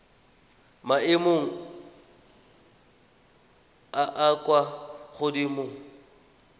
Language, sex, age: Tswana, male, 21